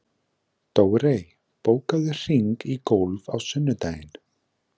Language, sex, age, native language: Icelandic, male, 20-29, Icelandic